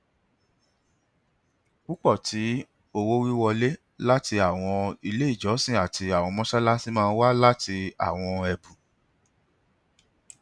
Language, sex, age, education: Yoruba, male, 30-45, tertiary